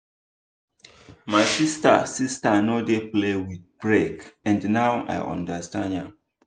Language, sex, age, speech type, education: Nigerian Pidgin, male, 15-29, spontaneous, tertiary